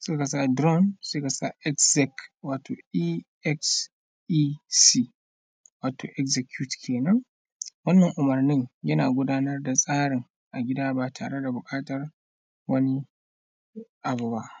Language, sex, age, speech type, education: Hausa, male, 15-29, spontaneous, primary